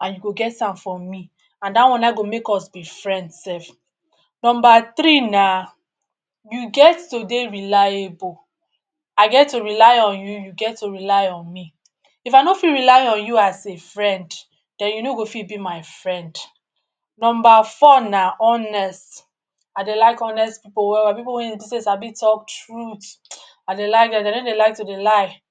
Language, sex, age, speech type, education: Nigerian Pidgin, male, 60+, spontaneous, tertiary